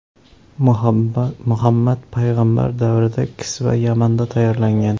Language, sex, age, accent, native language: Uzbek, male, 35+, Samarqand, Uzbek